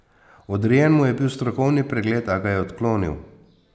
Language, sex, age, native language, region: Slovenian, male, 50-59, Slovenian, Posavska region